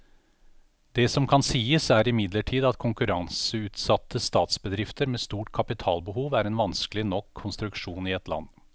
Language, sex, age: Norwegian, male, 49